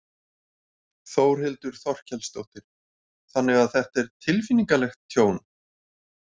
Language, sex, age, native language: Icelandic, male, 40-49, Icelandic